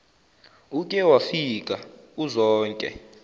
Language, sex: Zulu, male